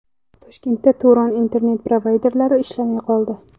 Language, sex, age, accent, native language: Uzbek, female, 18-24, Samarqand, Uzbek